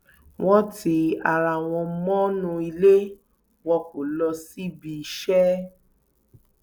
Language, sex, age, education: Yoruba, female, 30-45, tertiary